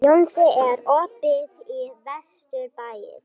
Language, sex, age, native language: Icelandic, female, 12, Icelandic